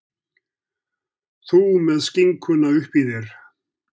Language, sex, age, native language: Icelandic, male, 70-79, Icelandic